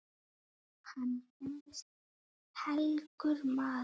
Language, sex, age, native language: Icelandic, female, 9, Icelandic